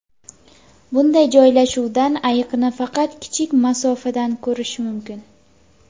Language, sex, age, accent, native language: Uzbek, female, 19-29, Andijon, Uzbek